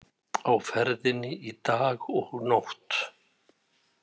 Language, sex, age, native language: Icelandic, male, 60-69, Icelandic